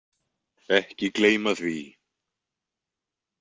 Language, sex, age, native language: Icelandic, male, 20-29, Icelandic